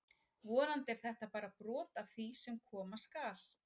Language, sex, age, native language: Icelandic, female, 40-49, Icelandic